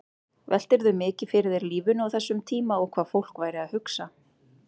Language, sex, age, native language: Icelandic, female, 30-39, Icelandic